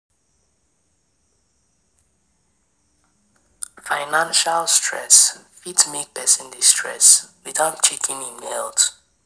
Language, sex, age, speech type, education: Nigerian Pidgin, female, 15-29, spontaneous, tertiary